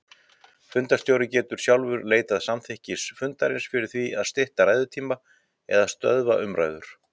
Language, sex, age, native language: Icelandic, male, 50-59, Icelandic